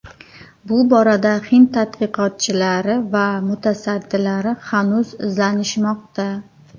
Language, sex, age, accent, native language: Uzbek, female, 30-39, Qoraqalpog'iston, Uzbek